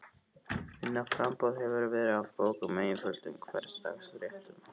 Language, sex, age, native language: Icelandic, male, 12, Icelandic